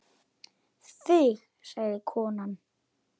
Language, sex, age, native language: Icelandic, male, 8, Icelandic